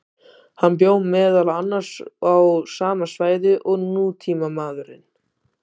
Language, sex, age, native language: Icelandic, male, 18-19, Icelandic